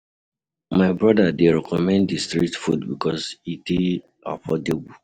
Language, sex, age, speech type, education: Nigerian Pidgin, male, 15-29, spontaneous, tertiary